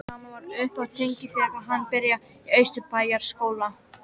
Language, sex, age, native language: Icelandic, female, 12, Icelandic